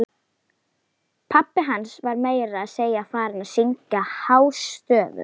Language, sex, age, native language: Icelandic, female, 11, Icelandic